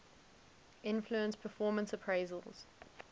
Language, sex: English, female